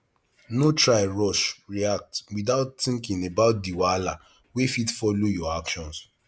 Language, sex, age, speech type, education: Nigerian Pidgin, male, 15-29, spontaneous, tertiary